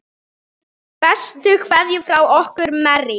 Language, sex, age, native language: Icelandic, female, 7, Icelandic